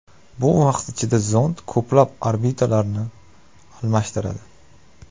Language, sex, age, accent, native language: Uzbek, male, 18-24, Namangan, Uzbek